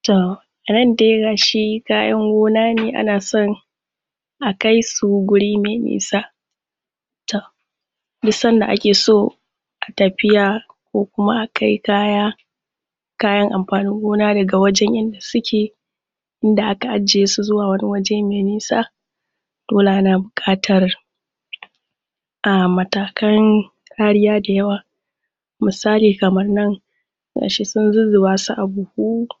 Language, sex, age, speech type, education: Hausa, female, 15-29, spontaneous, secondary